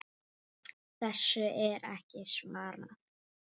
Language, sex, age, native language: Icelandic, male, 7, Icelandic